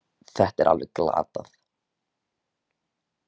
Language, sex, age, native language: Icelandic, male, 18-19, Icelandic